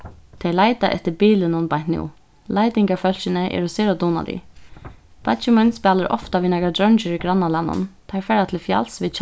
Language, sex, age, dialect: Faroese, female, 15-35, Suðurstreymoy